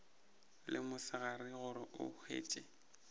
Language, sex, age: Northern Sotho, male, 21